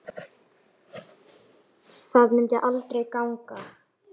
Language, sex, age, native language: Icelandic, female, 8, Icelandic